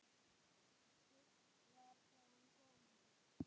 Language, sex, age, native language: Icelandic, male, 9, Icelandic